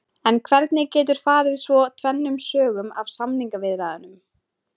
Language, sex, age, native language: Icelandic, female, 20-29, Icelandic